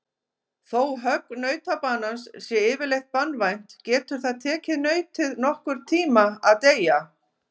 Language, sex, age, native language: Icelandic, female, 50-59, Icelandic